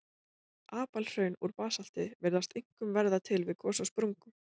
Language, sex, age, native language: Icelandic, female, 20-29, Icelandic